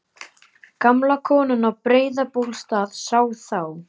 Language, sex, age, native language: Icelandic, male, 11, Icelandic